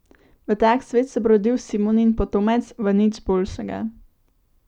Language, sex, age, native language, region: Slovenian, female, 18-29, Slovenian, Central Slovenia